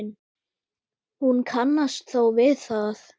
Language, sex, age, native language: Icelandic, male, 8, Icelandic